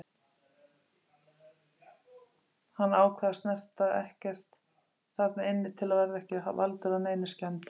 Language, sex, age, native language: Icelandic, female, 50-59, Icelandic